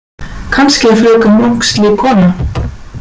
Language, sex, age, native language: Icelandic, female, 40-49, Icelandic